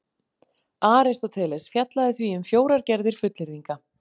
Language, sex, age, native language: Icelandic, female, 40-49, Icelandic